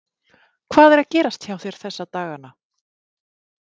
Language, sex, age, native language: Icelandic, female, 30-39, Icelandic